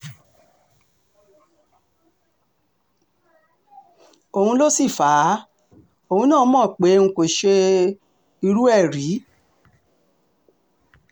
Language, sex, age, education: Yoruba, female, 60+, tertiary